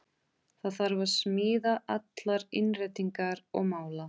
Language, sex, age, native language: Icelandic, female, 30-39, Portuguese